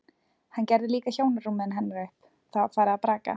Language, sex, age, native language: Icelandic, female, 20-29, Icelandic